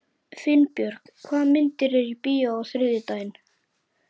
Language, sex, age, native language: Icelandic, male, 11, Icelandic